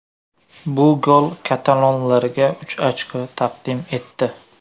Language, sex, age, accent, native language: Uzbek, male, 18-24, Surxondaryo, Uzbek